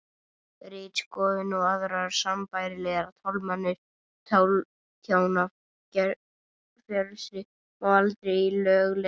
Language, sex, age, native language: Icelandic, male, 18-19, Icelandic